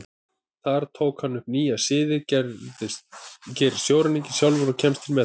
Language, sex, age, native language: Icelandic, male, 30-39, Icelandic